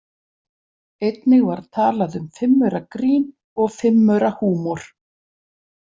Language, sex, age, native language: Icelandic, female, 40-49, Icelandic